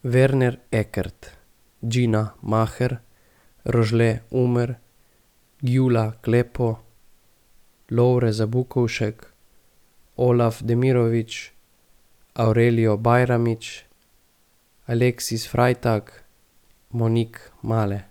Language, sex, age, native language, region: Slovenian, male, 18-29, Slovenian, Gorica region